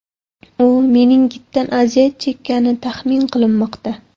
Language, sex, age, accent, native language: Uzbek, female, 18-24, Samarqand, Uzbek